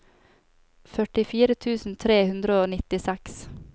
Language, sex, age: Norwegian, female, 28